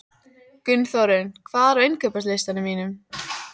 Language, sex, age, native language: Icelandic, female, 14, Icelandic